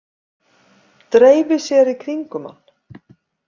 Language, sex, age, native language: Icelandic, female, 50-59, Icelandic